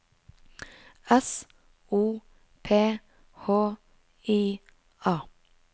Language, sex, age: Norwegian, female, 22